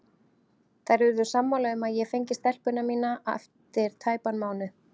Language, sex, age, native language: Icelandic, female, 30-39, Icelandic